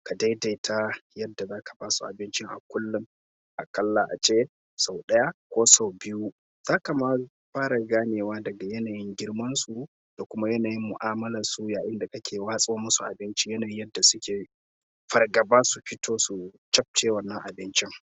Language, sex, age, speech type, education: Hausa, male, 15-29, spontaneous, secondary